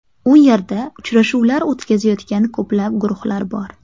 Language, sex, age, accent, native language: Uzbek, female, 18-24, Qashqadaryo, Uzbek